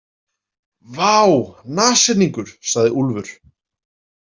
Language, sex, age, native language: Icelandic, male, 40-49, Icelandic